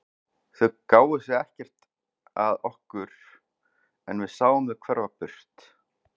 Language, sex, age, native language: Icelandic, male, 40-49, Icelandic